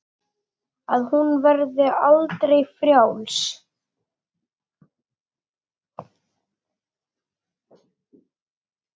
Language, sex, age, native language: Icelandic, male, 9, Icelandic